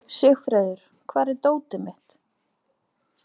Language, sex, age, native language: Icelandic, female, 20-29, Icelandic